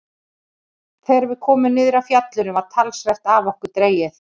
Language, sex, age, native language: Icelandic, female, 40-49, Icelandic